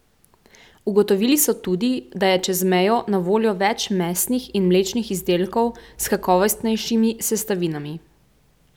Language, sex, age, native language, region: Slovenian, female, 18-29, Slovenian, Central Slovenia